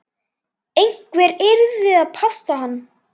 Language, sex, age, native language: Icelandic, male, 8, Icelandic